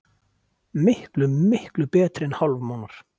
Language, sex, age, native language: Icelandic, male, 50-59, Icelandic